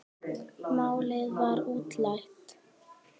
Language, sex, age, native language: Icelandic, male, 10, Icelandic